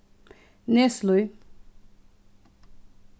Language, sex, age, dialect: Faroese, female, 15-35, Suðuroy